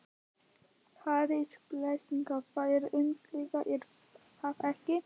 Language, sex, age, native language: Icelandic, male, 11, Icelandic